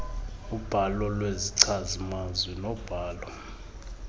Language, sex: Xhosa, male